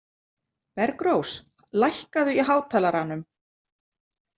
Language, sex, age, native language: Icelandic, female, 50-59, Icelandic